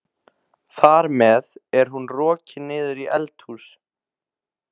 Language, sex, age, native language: Icelandic, male, 15, Icelandic